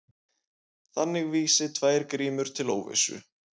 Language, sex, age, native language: Icelandic, male, 20-29, Icelandic